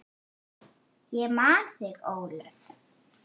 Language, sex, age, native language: Icelandic, female, 9, Icelandic